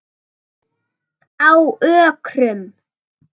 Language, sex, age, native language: Icelandic, female, 9, Icelandic